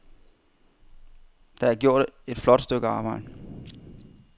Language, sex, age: Danish, male, 31